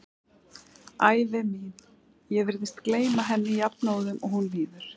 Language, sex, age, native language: Icelandic, female, 11, Icelandic